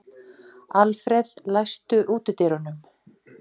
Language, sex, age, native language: Icelandic, female, 40-49, Icelandic